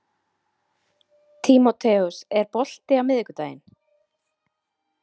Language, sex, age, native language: Icelandic, female, 30-39, Icelandic